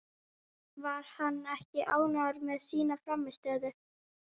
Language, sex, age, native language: Icelandic, female, 12, Icelandic